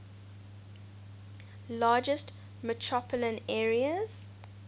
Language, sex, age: English, female, 19